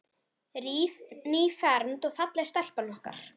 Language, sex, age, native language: Icelandic, female, 10, Icelandic